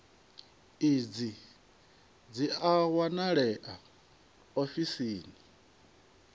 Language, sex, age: Venda, male, 23